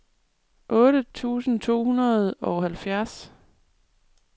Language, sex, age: Danish, female, 37